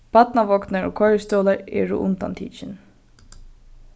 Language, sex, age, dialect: Faroese, female, 15-35, Norðurstreymoy/Eysturoy